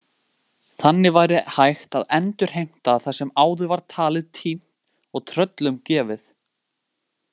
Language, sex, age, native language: Icelandic, male, 18-19, Icelandic